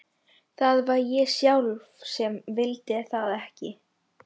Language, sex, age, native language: Icelandic, female, 11, Polish